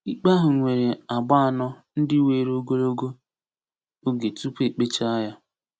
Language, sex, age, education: Igbo, male, 15-29, tertiary